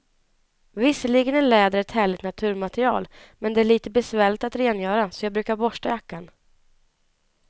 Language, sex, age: Swedish, female, 19